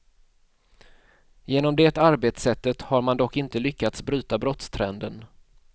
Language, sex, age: Swedish, male, 31